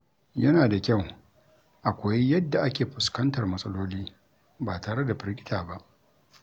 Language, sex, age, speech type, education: Hausa, male, 60+, read, tertiary